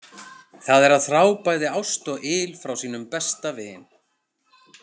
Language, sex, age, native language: Icelandic, male, 40-49, Icelandic